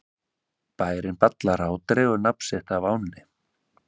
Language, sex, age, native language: Icelandic, male, 30-39, Icelandic